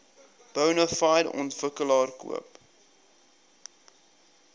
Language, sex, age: Afrikaans, male, 22